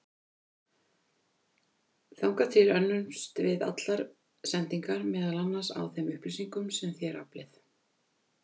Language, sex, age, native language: Icelandic, female, 50-59, Icelandic